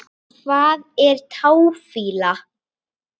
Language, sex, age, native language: Icelandic, female, 8, Icelandic